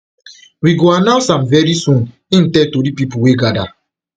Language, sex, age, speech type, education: Nigerian Pidgin, male, 15-29, spontaneous, tertiary